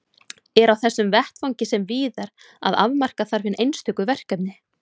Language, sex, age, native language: Icelandic, female, 30-39, Icelandic